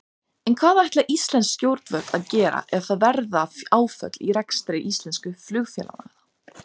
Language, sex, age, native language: Icelandic, female, 30-39, Icelandic